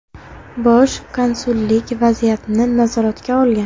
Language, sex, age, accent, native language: Uzbek, female, 18-24, Navoiy, Uzbek